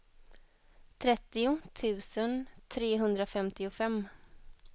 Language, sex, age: Swedish, female, 21